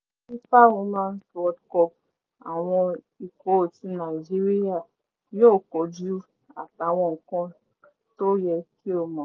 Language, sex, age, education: Yoruba, female, 15-29, secondary